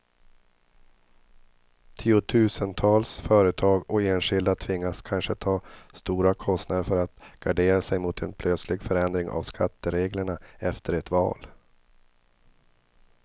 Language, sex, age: Swedish, male, 50